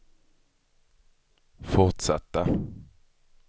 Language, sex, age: Swedish, male, 23